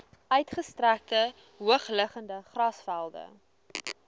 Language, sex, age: Afrikaans, female, 20